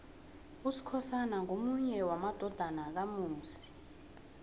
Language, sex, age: South Ndebele, female, 18